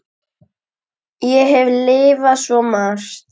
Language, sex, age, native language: Icelandic, female, 10, Icelandic